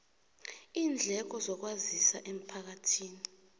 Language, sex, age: South Ndebele, female, 24